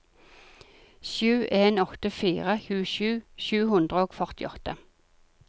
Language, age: Norwegian, 40